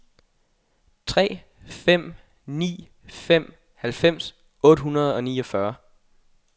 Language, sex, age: Danish, male, 21